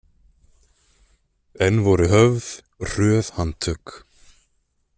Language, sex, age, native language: Icelandic, male, 20-29, Icelandic